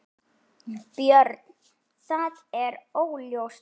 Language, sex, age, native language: Icelandic, female, 8, Icelandic